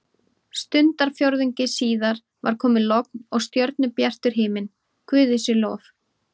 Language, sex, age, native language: Icelandic, female, 30-39, Icelandic